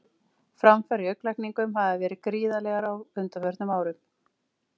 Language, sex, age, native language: Icelandic, female, 40-49, Icelandic